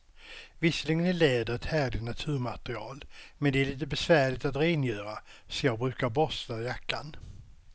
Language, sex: Swedish, male